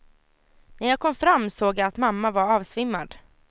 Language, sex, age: Swedish, female, 17